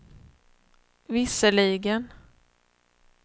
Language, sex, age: Swedish, female, 31